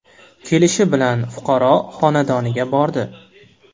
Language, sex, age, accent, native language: Uzbek, male, 18-24, Farg'ona, Uzbek